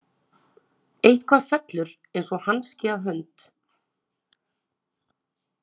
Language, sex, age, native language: Icelandic, female, 30-39, Icelandic